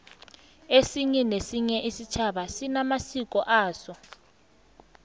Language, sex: South Ndebele, female